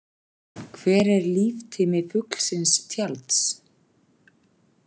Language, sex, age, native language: Icelandic, female, 40-49, Icelandic